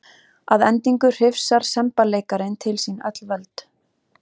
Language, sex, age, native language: Icelandic, female, 30-39, Icelandic